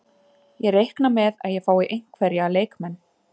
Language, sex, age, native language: Icelandic, female, 30-39, Icelandic